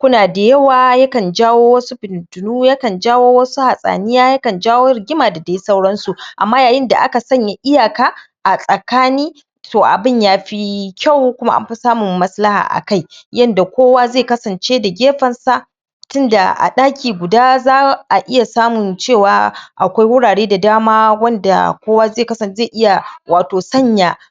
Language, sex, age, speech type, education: Hausa, male, 15-29, spontaneous, primary